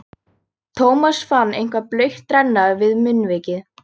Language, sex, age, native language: Icelandic, female, 13, Icelandic